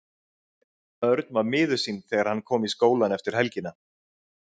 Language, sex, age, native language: Icelandic, male, 30-39, Icelandic